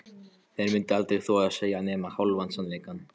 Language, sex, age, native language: Icelandic, male, 13, Polish